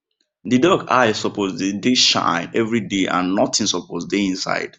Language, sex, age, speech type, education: Nigerian Pidgin, male, 15-29, spontaneous, tertiary